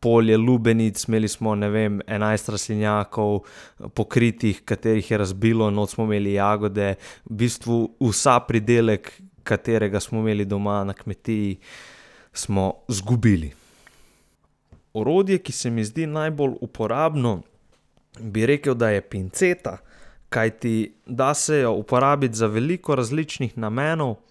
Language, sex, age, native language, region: Slovenian, male, 18-29, Slovenian, Southeast Slovenia